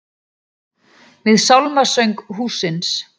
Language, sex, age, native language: Icelandic, female, 40-49, Icelandic